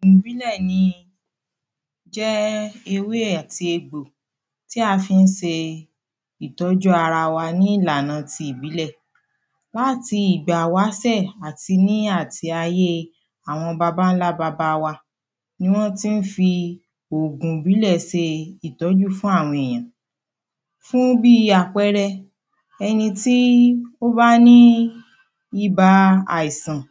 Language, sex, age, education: Yoruba, female, 30-45, primary